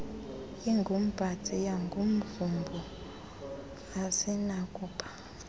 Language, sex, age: Xhosa, female, 26